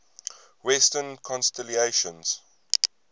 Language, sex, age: English, male, 22